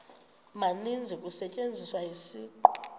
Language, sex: Xhosa, female